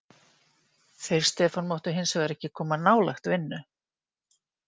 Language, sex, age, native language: Icelandic, female, 50-59, Icelandic